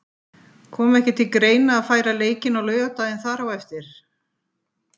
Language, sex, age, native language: Icelandic, female, 50-59, Icelandic